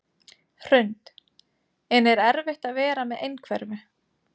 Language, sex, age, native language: Icelandic, female, 30-39, Icelandic